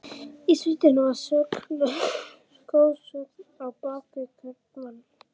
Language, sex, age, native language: Icelandic, male, 11, Icelandic